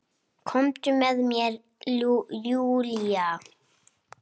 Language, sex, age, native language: Icelandic, male, 8, Icelandic